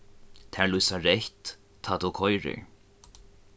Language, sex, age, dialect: Faroese, male, 15-35, Norðuroyggjar